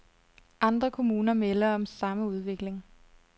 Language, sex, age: Danish, female, 32